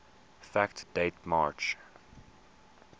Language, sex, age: English, male, 21